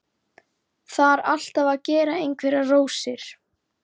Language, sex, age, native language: Icelandic, female, 11, Icelandic